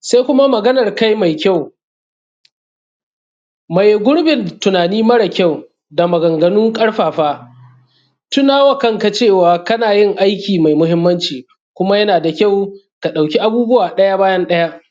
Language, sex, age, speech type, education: Hausa, male, 30-45, spontaneous, secondary